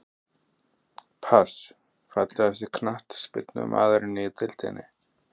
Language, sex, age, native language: Icelandic, male, 30-39, Icelandic